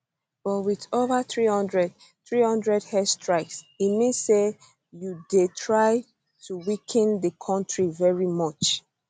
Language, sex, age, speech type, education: Nigerian Pidgin, female, 15-29, spontaneous, tertiary